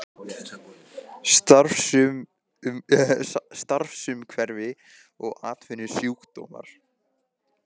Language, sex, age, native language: Icelandic, male, 18-19, Icelandic